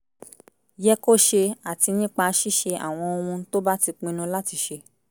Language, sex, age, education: Yoruba, female, 15-29, tertiary